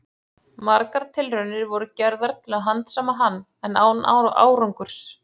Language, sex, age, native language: Icelandic, female, 40-49, Icelandic